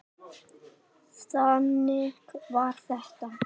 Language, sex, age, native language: Icelandic, male, 8, Icelandic